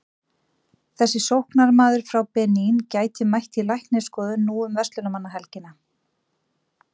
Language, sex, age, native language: Icelandic, female, 40-49, Icelandic